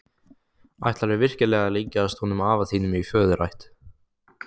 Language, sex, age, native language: Icelandic, male, 15, Icelandic